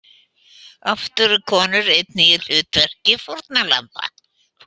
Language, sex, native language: Icelandic, female, Icelandic